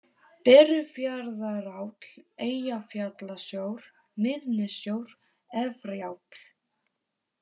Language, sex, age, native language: Icelandic, female, 18-19, Polish